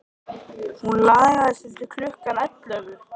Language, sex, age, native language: Icelandic, male, 13, Icelandic